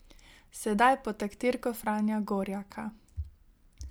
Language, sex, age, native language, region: Slovenian, female, 18-29, Slovenian, Savinja region